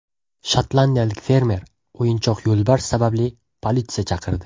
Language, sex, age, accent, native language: Uzbek, male, 12-17, Toshkent shahri, Uzbek